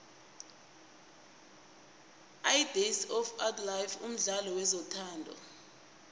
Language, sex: South Ndebele, female